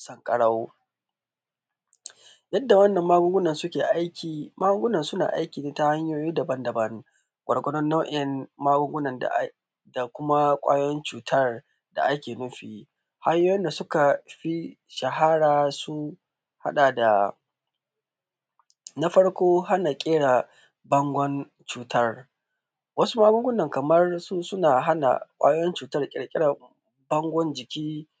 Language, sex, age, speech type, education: Hausa, male, 15-29, spontaneous, tertiary